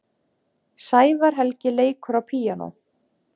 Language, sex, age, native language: Icelandic, male, 7, Icelandic